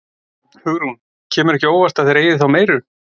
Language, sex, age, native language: Icelandic, male, 40-49, Icelandic